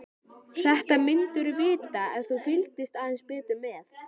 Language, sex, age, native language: Icelandic, male, 13, Icelandic